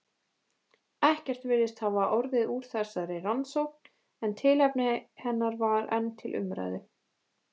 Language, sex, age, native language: Icelandic, female, 20-29, Icelandic